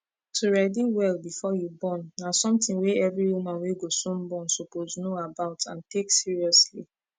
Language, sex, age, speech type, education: Nigerian Pidgin, female, 15-29, spontaneous, tertiary